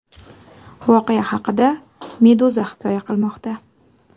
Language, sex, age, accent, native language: Uzbek, female, 18-24, Qashqadaryo, Uzbek